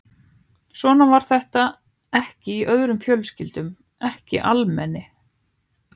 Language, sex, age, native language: Icelandic, other, 15, Icelandic